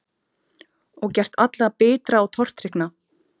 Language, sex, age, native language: Icelandic, female, 30-39, Icelandic